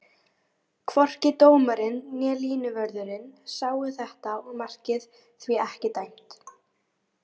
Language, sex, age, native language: Icelandic, female, 18-19, Icelandic